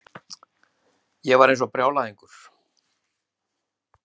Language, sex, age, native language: Icelandic, male, 70-79, Icelandic